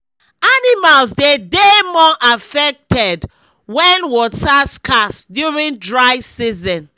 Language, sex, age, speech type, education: Nigerian Pidgin, female, 30-45, spontaneous, tertiary